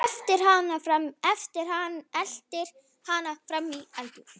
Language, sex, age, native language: Icelandic, female, 9, Icelandic